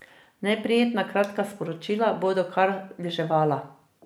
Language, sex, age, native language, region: Slovenian, female, 50-59, Slovenian, Drava region